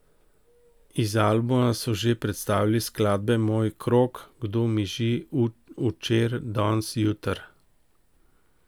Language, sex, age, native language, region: Slovenian, male, 50-59, Slovenian, Central Slovenia